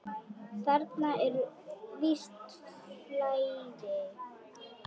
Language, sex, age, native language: Icelandic, female, 10, Icelandic